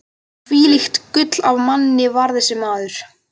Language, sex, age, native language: Icelandic, male, 12, Icelandic